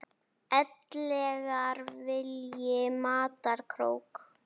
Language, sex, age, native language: Icelandic, female, 10, Icelandic